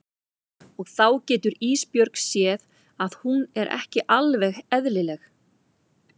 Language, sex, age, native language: Icelandic, female, 40-49, Icelandic